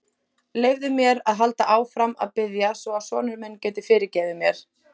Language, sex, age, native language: Icelandic, female, 30-39, Icelandic